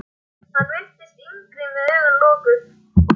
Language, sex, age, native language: Icelandic, male, 11, Icelandic